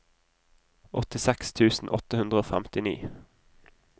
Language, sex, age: Norwegian, male, 20